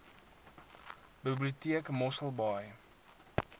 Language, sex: Afrikaans, male